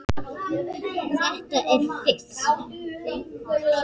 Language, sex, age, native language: Icelandic, female, 8, Icelandic